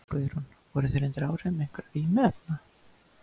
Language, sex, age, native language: Icelandic, female, 60-69, Icelandic